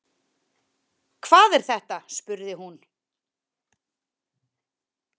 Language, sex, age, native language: Icelandic, female, 30-39, Icelandic